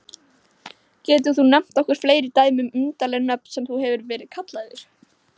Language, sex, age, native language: Icelandic, male, 16, Icelandic